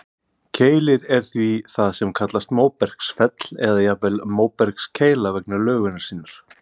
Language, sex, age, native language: Icelandic, male, 40-49, Icelandic